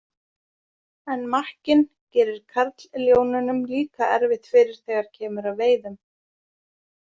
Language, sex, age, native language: Icelandic, female, 40-49, Icelandic